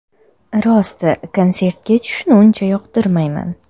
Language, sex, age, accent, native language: Uzbek, female, under 19, Toshkent shahri, Uzbek